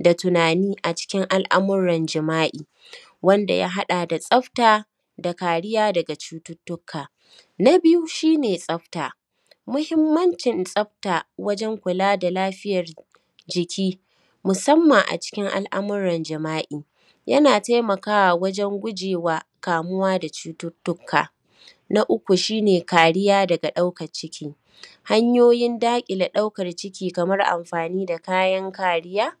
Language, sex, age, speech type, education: Hausa, female, 30-45, spontaneous, primary